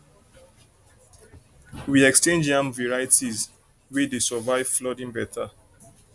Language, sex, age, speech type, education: Nigerian Pidgin, male, 30-45, spontaneous, tertiary